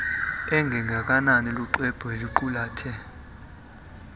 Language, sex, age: Xhosa, male, 26